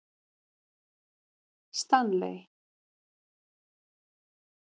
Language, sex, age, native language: Icelandic, female, 30-39, Icelandic